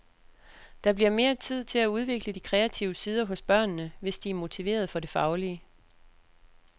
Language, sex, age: Danish, female, 36